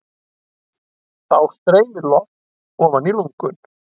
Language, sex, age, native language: Icelandic, male, 60-69, Icelandic